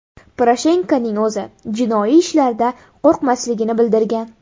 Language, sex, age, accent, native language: Uzbek, female, 18-24, Buxoro, Uzbek